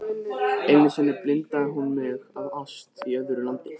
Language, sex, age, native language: Icelandic, male, 13, Icelandic